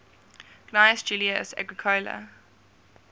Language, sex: English, female